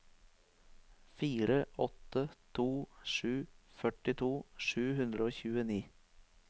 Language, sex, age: Norwegian, male, 23